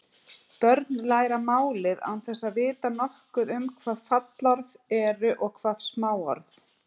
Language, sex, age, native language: Icelandic, female, 40-49, Icelandic